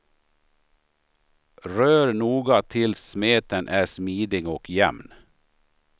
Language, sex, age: Swedish, male, 53